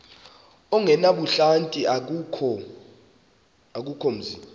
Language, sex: Xhosa, male